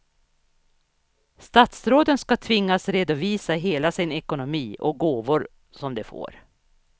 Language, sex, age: Swedish, female, 61